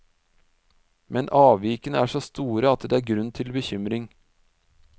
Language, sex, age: Norwegian, male, 46